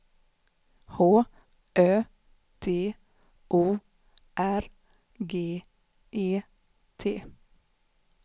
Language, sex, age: Swedish, female, 35